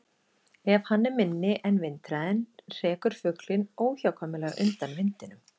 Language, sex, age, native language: Icelandic, female, 30-39, Icelandic